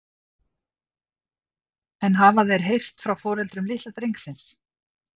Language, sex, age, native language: Icelandic, female, 50-59, Icelandic